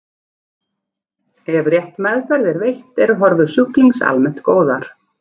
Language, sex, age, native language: Icelandic, female, 40-49, Icelandic